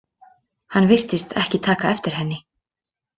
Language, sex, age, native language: Icelandic, female, 30-39, Icelandic